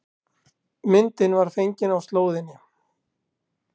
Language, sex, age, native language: Icelandic, male, 60-69, Icelandic